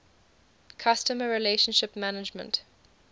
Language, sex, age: English, female, 20